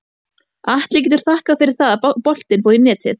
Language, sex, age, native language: Icelandic, female, 18-19, Icelandic